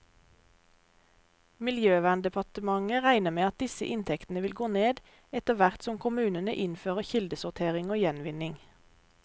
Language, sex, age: Norwegian, female, 32